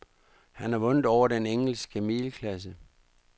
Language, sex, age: Danish, male, 59